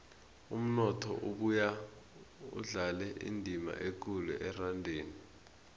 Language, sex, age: South Ndebele, male, 20